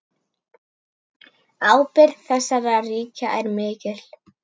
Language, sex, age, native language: Icelandic, female, 9, Icelandic